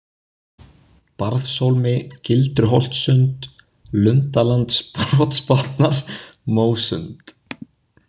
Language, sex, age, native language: Icelandic, male, 20-29, Icelandic